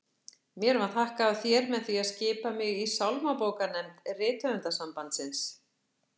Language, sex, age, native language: Icelandic, female, 60-69, Icelandic